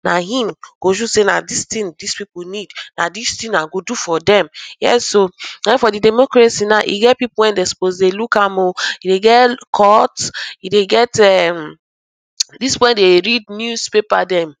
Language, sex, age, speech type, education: Nigerian Pidgin, female, 15-29, spontaneous, tertiary